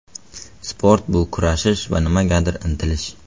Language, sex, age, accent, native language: Uzbek, male, 12-17, Qashqadaryo, Uzbek